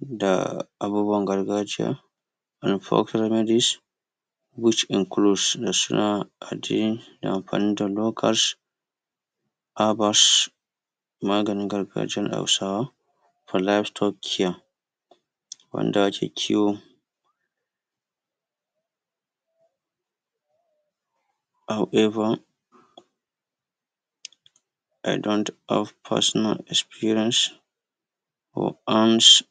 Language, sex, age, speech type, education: Hausa, male, 30-45, spontaneous, tertiary